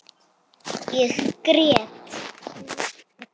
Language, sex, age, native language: Icelandic, female, 7, Icelandic